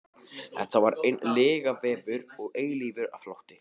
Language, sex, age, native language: Icelandic, male, 15, Icelandic